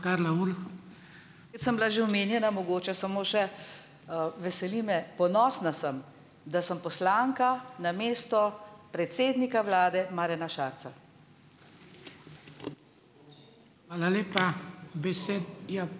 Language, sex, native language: Slovenian, female, Slovenian